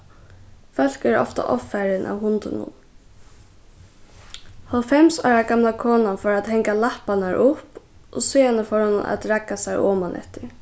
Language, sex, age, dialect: Faroese, female, 15-35, Suðurstreymoy